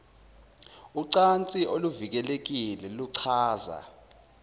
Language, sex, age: Zulu, male, 19